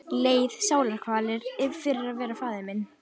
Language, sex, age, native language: Icelandic, female, 11, Icelandic